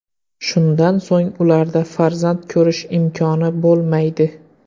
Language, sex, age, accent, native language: Uzbek, male, 25-34, Qoraqalpog'iston, Uzbek